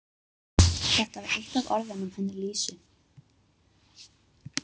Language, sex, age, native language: Icelandic, female, 12, Icelandic